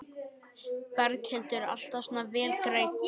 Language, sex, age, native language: Icelandic, male, 12, Icelandic